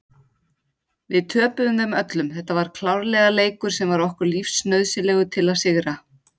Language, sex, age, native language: Icelandic, female, 40-49, Icelandic